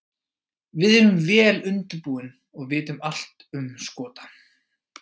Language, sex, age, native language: Icelandic, male, 20-29, Icelandic